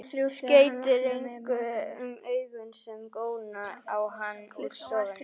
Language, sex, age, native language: Icelandic, female, 11, Icelandic